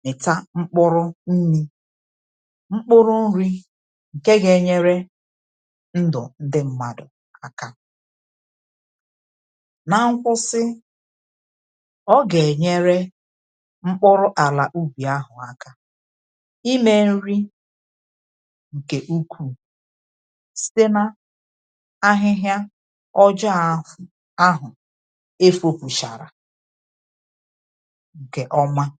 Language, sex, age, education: Igbo, female, 30-45, tertiary